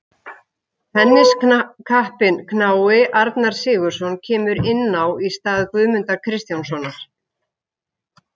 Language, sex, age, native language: Icelandic, female, 50-59, Icelandic